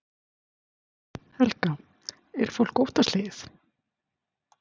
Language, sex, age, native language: Icelandic, female, 50-59, Icelandic